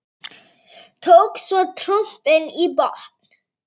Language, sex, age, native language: Icelandic, female, 9, Icelandic